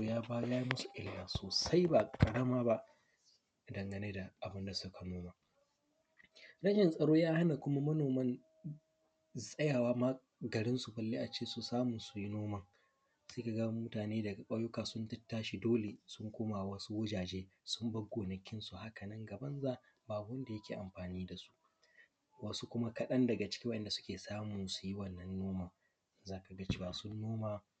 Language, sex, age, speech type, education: Hausa, male, 15-29, spontaneous, primary